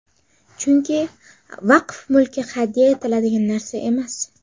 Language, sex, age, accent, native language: Uzbek, female, under 19, Jizzax, Uzbek